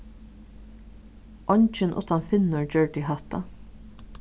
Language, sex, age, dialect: Faroese, female, 36-60, Suðurstreymoy